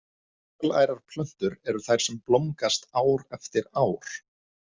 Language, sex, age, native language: Icelandic, male, 30-39, Icelandic